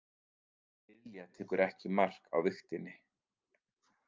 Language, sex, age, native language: Icelandic, male, 30-39, Icelandic